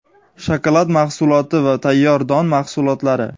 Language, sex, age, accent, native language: Uzbek, male, 19-29, Sirdaryo, Uzbek